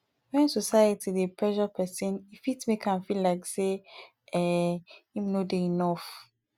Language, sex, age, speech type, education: Nigerian Pidgin, female, 15-29, spontaneous, tertiary